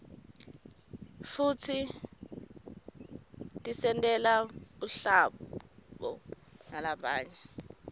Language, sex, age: Swati, female, 23